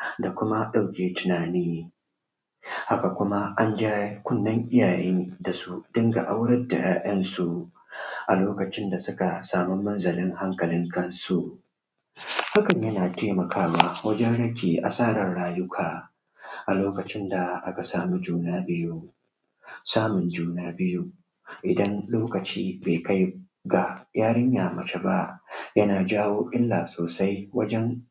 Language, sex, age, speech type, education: Hausa, male, 15-29, spontaneous, tertiary